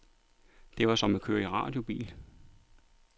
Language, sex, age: Danish, male, 39